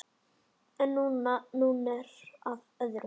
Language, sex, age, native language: Icelandic, male, 10, Icelandic